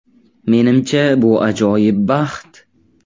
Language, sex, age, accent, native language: Uzbek, male, 18-24, Navoiy, Uzbek